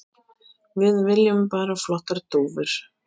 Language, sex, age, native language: Icelandic, male, 7, Icelandic